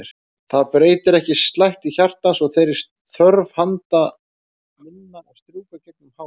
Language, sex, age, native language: Icelandic, male, 30-39, Icelandic